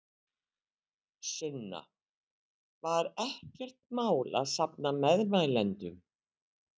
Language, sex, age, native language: Icelandic, female, 60-69, Icelandic